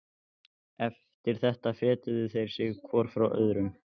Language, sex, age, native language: Icelandic, male, 14, Icelandic